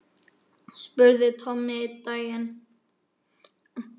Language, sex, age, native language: Icelandic, male, 9, Icelandic